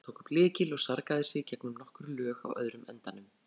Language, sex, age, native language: Icelandic, female, 40-49, Icelandic